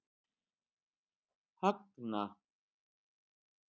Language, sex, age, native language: Icelandic, female, 60-69, Icelandic